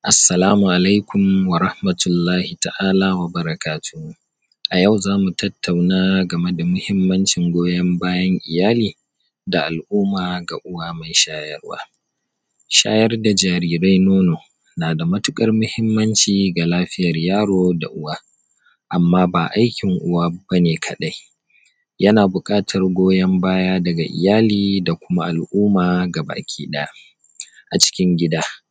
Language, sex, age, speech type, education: Hausa, male, 30-45, spontaneous, primary